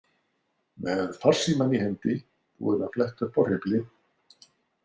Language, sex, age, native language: Icelandic, male, 60-69, Icelandic